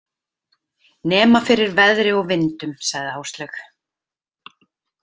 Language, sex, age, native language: Icelandic, female, 30-39, Icelandic